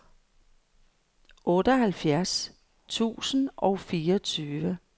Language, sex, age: Danish, female, 55